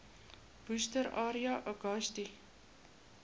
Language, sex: Afrikaans, female